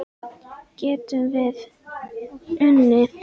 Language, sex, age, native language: Icelandic, female, 10, Icelandic